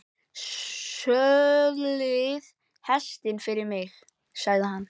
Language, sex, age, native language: Icelandic, male, 11, Icelandic